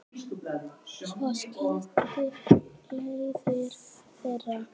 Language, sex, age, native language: Icelandic, male, 10, Icelandic